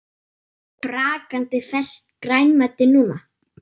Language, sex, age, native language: Icelandic, female, 9, German